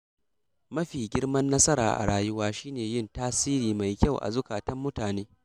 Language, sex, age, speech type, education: Hausa, male, 15-29, read, secondary